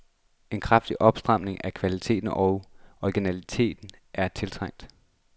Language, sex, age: Danish, male, 26